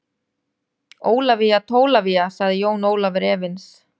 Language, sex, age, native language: Icelandic, female, 30-39, Icelandic